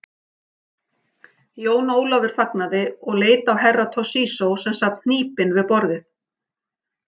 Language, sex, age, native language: Icelandic, female, 40-49, Icelandic